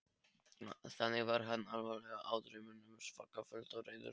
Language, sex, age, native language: Icelandic, male, 13, Polish